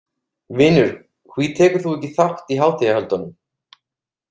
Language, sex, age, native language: Icelandic, male, 30-39, Icelandic